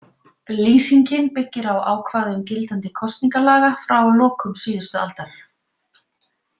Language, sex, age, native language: Icelandic, female, 50-59, Icelandic